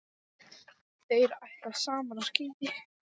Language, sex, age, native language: Icelandic, female, 10, Icelandic